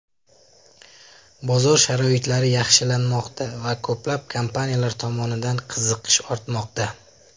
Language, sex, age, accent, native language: Uzbek, male, 25-34, Samarqand, Uzbek